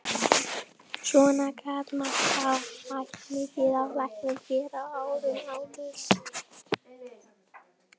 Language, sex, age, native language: Icelandic, female, 11, Icelandic